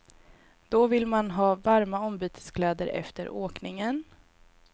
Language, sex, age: Swedish, female, 22